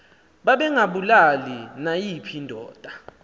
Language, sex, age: Xhosa, male, 19